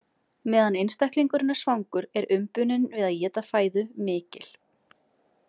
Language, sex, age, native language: Icelandic, female, 20-29, Icelandic